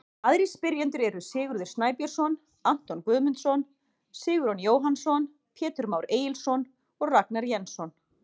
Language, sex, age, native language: Icelandic, female, 40-49, Icelandic